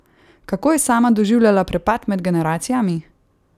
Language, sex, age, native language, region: Slovenian, female, 18-29, Slovenian, Savinja region